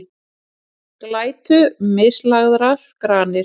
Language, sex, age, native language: Icelandic, female, 40-49, Icelandic